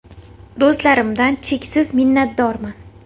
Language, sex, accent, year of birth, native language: Uzbek, female, Toshkent shahri, 1999, Uzbek